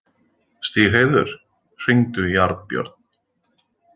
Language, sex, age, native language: Icelandic, male, 40-49, Icelandic